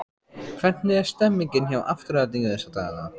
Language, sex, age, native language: Icelandic, male, 14, Icelandic